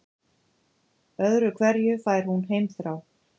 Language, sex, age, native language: Icelandic, female, 50-59, Icelandic